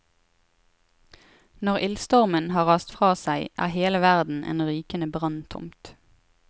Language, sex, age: Norwegian, female, 23